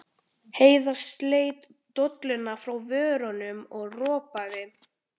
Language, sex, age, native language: Icelandic, male, 13, Icelandic